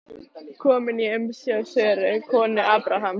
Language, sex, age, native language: Icelandic, female, 13, Icelandic